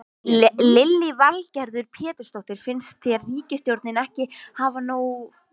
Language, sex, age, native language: Icelandic, male, 13, Icelandic